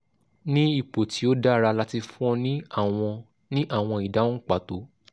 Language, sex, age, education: Yoruba, male, 15-29, tertiary